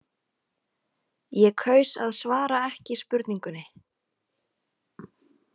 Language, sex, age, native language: Icelandic, female, 20-29, Icelandic